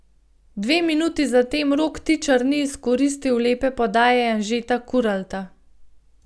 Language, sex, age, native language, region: Slovenian, female, 30-49, Slovenian, Gorenjska region